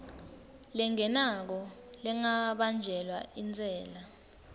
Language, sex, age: Swati, female, 19